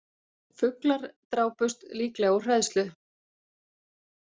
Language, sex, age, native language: Icelandic, female, 40-49, Icelandic